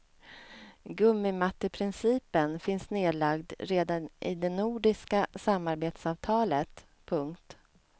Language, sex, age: Swedish, female, 37